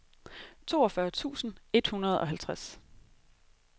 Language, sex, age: Danish, female, 30